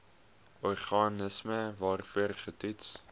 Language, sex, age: Afrikaans, male, 21